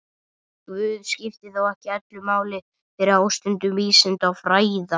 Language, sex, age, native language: Icelandic, male, 18-19, Icelandic